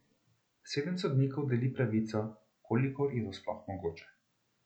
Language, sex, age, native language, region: Slovenian, male, 18-29, Slovenian, Central Slovenia